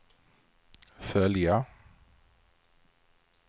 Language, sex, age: Swedish, male, 40